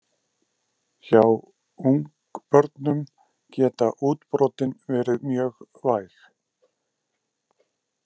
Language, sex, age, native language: Icelandic, male, 50-59, Icelandic